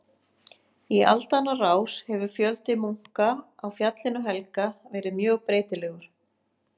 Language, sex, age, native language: Icelandic, female, 50-59, Icelandic